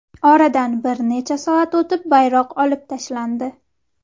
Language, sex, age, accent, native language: Uzbek, female, 18-24, Farg'ona, Uzbek